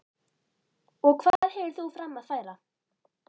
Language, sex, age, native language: Icelandic, female, 11, Icelandic